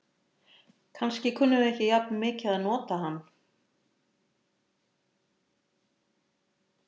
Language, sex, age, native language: Icelandic, female, 60-69, Icelandic